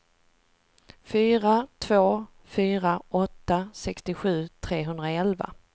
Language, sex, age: Swedish, female, 38